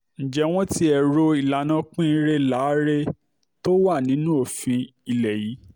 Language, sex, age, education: Yoruba, male, 30-45, tertiary